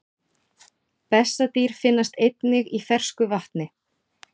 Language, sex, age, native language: Icelandic, female, 40-49, Icelandic